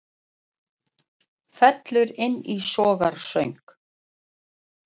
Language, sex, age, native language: Icelandic, female, 40-49, Icelandic